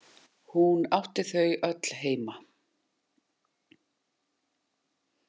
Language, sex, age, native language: Icelandic, female, 40-49, Icelandic